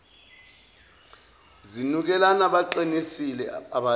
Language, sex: Zulu, male